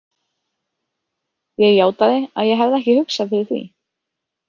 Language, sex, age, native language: Icelandic, female, 30-39, Icelandic